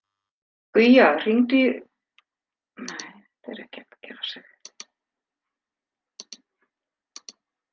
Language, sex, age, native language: Icelandic, female, 60-69, Icelandic